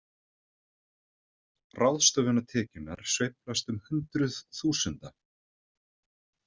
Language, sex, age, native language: Icelandic, male, 30-39, Icelandic